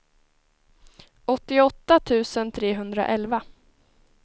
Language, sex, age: Swedish, female, 19